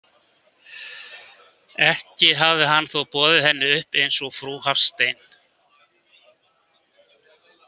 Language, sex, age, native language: Icelandic, male, 50-59, Icelandic